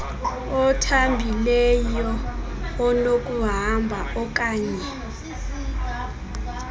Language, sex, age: Xhosa, female, 20